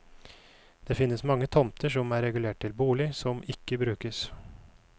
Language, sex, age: Norwegian, male, 29